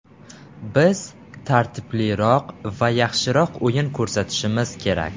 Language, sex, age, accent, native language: Uzbek, male, 12-17, Samarqand, Uzbek